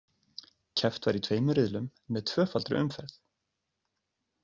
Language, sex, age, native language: Icelandic, male, 30-39, Icelandic